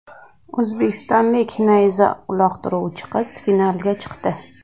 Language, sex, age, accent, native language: Uzbek, female, 25-34, Andijon, Uzbek